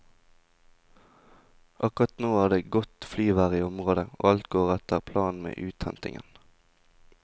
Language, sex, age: Norwegian, male, 20